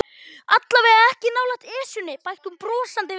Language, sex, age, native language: Icelandic, male, 11, Icelandic